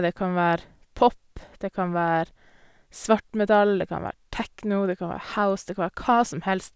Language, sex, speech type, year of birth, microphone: Norwegian, female, spontaneous, 1988, Sennheiser